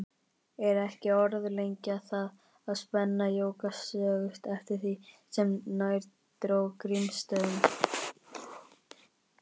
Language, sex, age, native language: Icelandic, male, 18-19, Icelandic